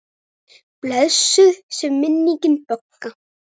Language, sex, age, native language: Icelandic, male, 9, Icelandic